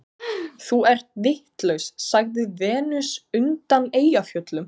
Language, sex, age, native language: Icelandic, female, 15, Icelandic